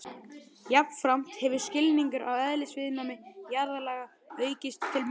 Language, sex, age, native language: Icelandic, male, 11, Icelandic